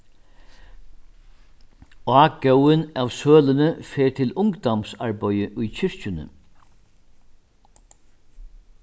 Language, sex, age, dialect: Faroese, male, 61+, Norðurstreymoy/Eysturoy